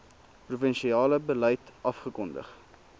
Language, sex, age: Afrikaans, male, 19